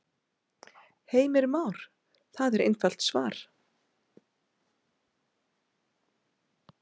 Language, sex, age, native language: Icelandic, female, 60-69, Icelandic